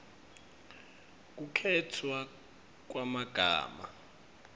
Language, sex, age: Swati, male, 25